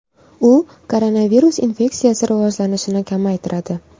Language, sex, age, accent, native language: Uzbek, female, 18-24, Toshkent shahri, Uzbek